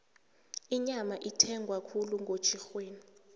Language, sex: South Ndebele, female